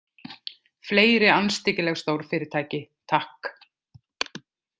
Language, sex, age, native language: Icelandic, female, 50-59, Icelandic